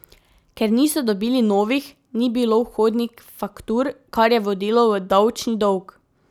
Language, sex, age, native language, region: Slovenian, female, 18-29, Slovenian, Drava region